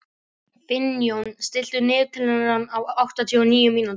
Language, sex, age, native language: Icelandic, male, 11, Icelandic